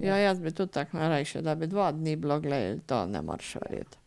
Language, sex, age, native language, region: Slovenian, female, 50-59, Slovenian, Carinthia region